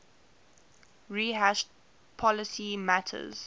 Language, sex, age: English, female, 18